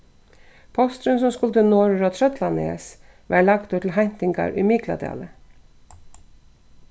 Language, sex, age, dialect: Faroese, female, 36-60, Suðurstreymoy